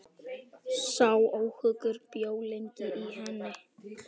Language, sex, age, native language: Icelandic, male, 12, Icelandic